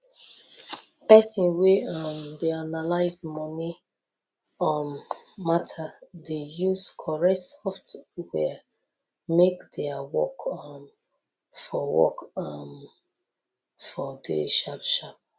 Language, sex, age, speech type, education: Nigerian Pidgin, female, 30-45, spontaneous, tertiary